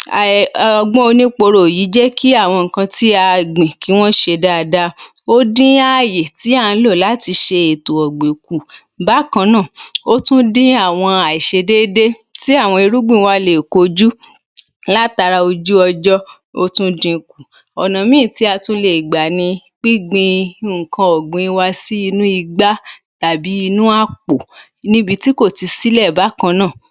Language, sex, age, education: Yoruba, female, 30-45, tertiary